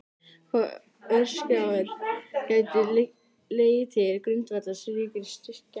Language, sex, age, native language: Icelandic, female, 13, Icelandic